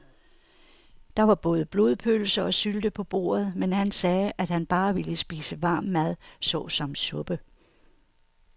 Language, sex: Danish, female